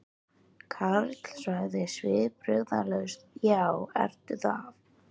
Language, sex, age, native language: Icelandic, female, 13, Icelandic